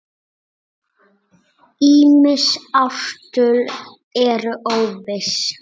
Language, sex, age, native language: Icelandic, male, 7, Icelandic